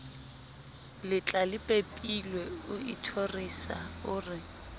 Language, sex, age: Southern Sotho, female, 25